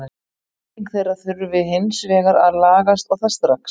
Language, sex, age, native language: Icelandic, female, 40-49, Icelandic